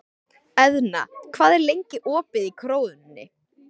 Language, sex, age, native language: Icelandic, male, 13, Icelandic